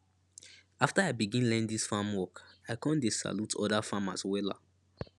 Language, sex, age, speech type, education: Nigerian Pidgin, male, 15-29, spontaneous, secondary